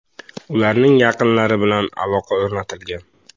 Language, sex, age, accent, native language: Uzbek, male, 18-24, Samarqand, Uzbek